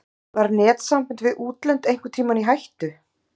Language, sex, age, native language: Icelandic, female, 30-39, Icelandic